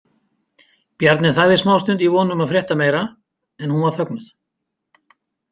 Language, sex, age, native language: Icelandic, male, 50-59, Icelandic